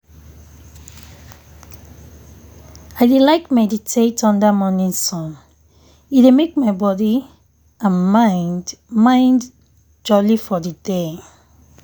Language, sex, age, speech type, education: Nigerian Pidgin, female, 30-45, spontaneous, tertiary